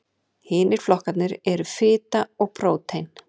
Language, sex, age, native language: Icelandic, female, 40-49, Icelandic